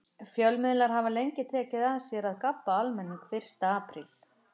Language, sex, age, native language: Icelandic, female, 50-59, Icelandic